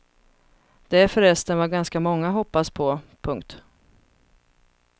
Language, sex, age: Swedish, female, 31